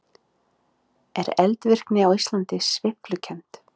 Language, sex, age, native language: Icelandic, female, 30-39, Icelandic